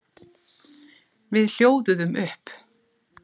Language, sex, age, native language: Icelandic, female, 40-49, Icelandic